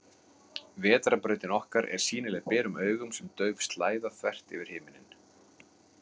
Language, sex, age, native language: Icelandic, male, 40-49, Icelandic